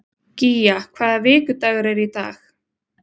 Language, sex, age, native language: Icelandic, female, 20-29, Icelandic